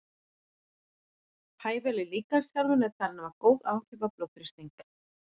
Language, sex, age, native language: Icelandic, female, 50-59, Icelandic